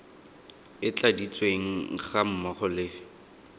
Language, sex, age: Tswana, male, 19